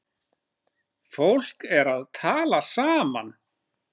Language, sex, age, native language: Icelandic, female, 9, Icelandic